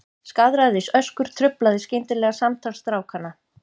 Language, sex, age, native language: Icelandic, female, 50-59, Icelandic